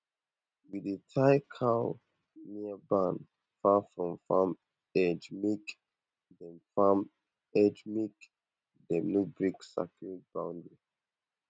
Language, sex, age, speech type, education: Nigerian Pidgin, male, 15-29, spontaneous, tertiary